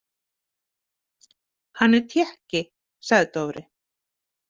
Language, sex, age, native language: Icelandic, female, 50-59, Icelandic